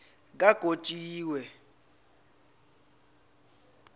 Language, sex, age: South Ndebele, male, 20